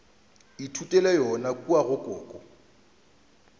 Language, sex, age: Northern Sotho, male, 29